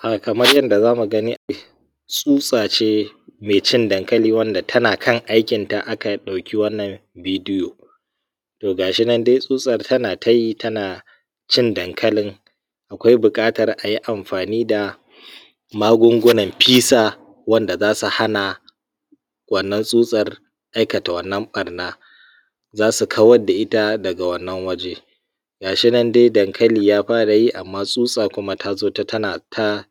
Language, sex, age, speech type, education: Hausa, male, 15-29, spontaneous, tertiary